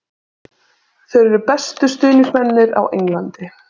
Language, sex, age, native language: Icelandic, female, 30-39, Icelandic